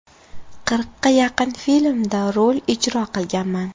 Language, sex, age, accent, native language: Uzbek, female, 18-24, Farg'ona, Uzbek